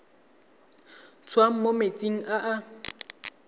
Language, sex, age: Tswana, male, 20